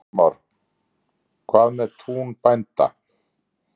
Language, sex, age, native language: Icelandic, male, 50-59, Icelandic